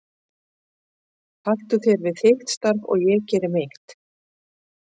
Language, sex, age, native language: Icelandic, female, 60-69, Icelandic